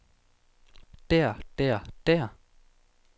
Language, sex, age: Danish, male, 19